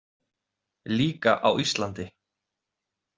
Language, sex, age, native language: Icelandic, male, 30-39, Icelandic